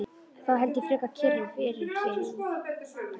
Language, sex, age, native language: Icelandic, female, 11, Icelandic